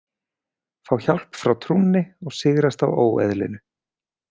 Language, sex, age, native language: Icelandic, male, 40-49, Icelandic